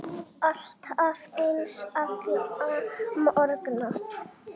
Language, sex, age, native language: Icelandic, female, 8, Icelandic